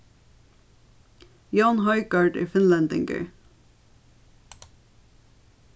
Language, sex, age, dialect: Faroese, female, 36-60, Suðurstreymoy